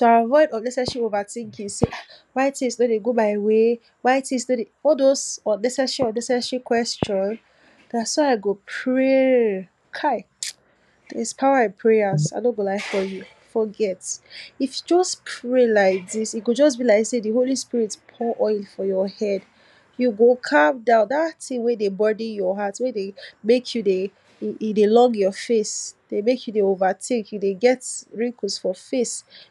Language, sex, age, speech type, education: Nigerian Pidgin, female, 46-60, spontaneous, tertiary